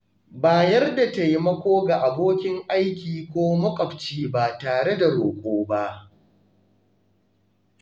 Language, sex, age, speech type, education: Hausa, male, 15-29, spontaneous, tertiary